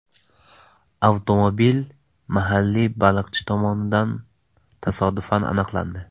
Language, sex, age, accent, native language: Uzbek, male, 18-24, Toshkent viloyati, Tajik